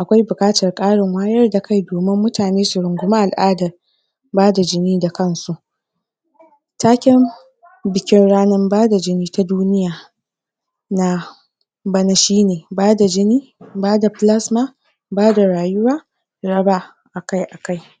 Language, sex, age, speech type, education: Hausa, female, 46-60, spontaneous, secondary